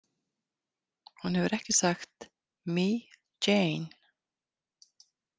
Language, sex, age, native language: Icelandic, female, 50-59, Icelandic